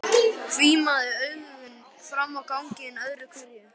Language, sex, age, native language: Icelandic, male, 11, Icelandic